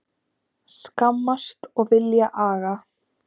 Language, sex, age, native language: Icelandic, female, 30-39, Icelandic